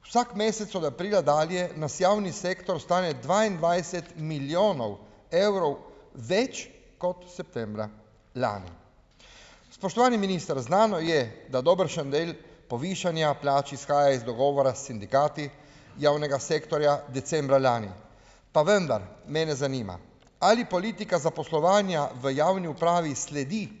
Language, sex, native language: Slovenian, male, Slovenian